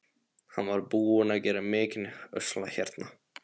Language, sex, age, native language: Icelandic, male, 18-19, Polish